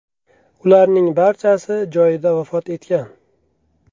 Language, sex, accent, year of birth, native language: Uzbek, male, Andijon, 1994, Uzbek